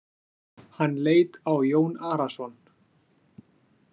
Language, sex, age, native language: Icelandic, male, 20-29, Icelandic